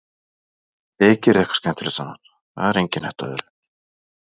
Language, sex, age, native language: Icelandic, male, 40-49, Icelandic